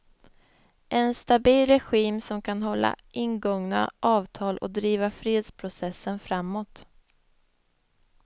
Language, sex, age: Swedish, female, 25